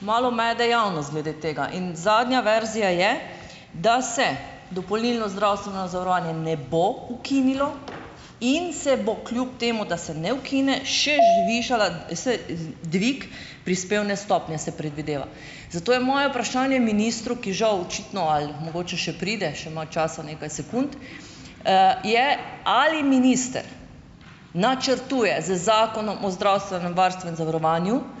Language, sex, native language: Slovenian, female, Slovenian